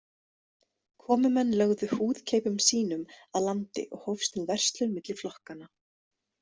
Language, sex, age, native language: Icelandic, female, 30-39, Icelandic